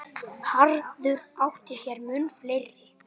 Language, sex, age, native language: Icelandic, male, 8, Icelandic